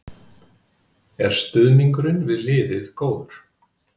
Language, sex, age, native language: Icelandic, male, 50-59, Icelandic